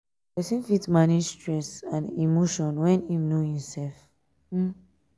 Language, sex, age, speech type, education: Nigerian Pidgin, female, 15-29, spontaneous, tertiary